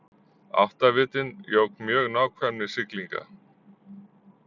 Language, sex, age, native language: Icelandic, male, 40-49, Icelandic